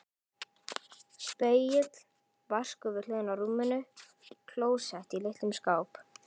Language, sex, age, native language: Icelandic, female, 11, Icelandic